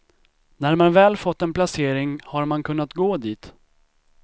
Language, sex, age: Swedish, male, 25